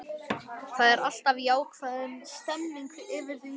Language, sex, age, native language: Icelandic, male, 12, Icelandic